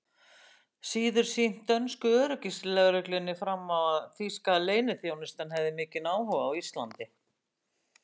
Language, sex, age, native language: Icelandic, female, 60-69, Icelandic